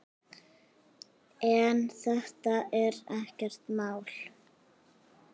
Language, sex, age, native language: Icelandic, female, 6, Icelandic